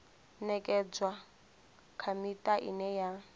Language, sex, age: Venda, female, 24